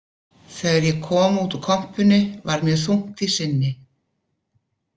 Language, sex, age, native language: Icelandic, female, 50-59, Icelandic